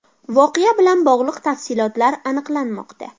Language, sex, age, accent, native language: Uzbek, female, under 19, Farg'ona, Uzbek